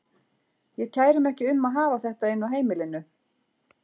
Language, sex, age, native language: Icelandic, female, 40-49, Icelandic